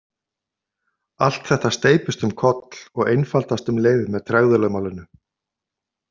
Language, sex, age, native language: Icelandic, male, 50-59, Icelandic